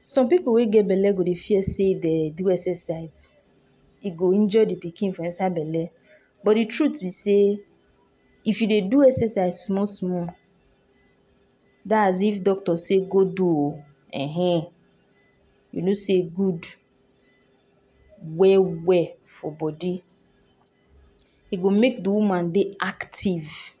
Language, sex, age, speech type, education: Nigerian Pidgin, female, 46-60, spontaneous, tertiary